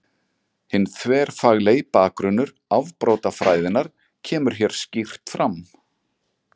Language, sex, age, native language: Icelandic, male, 40-49, Icelandic